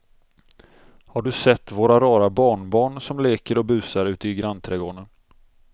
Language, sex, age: Swedish, male, 26